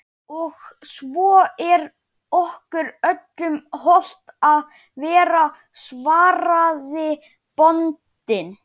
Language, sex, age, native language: Icelandic, male, 11, Icelandic